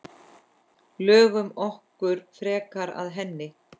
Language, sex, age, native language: Icelandic, female, 10, Icelandic